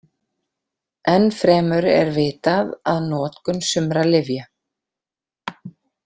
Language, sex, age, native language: Icelandic, female, 40-49, Icelandic